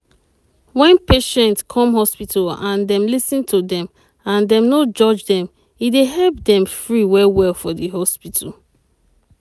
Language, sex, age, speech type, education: Nigerian Pidgin, female, 30-45, spontaneous, tertiary